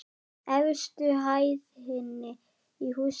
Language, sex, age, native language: Icelandic, male, 10, Icelandic